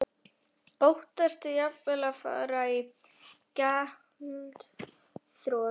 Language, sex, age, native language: Icelandic, female, 11, Icelandic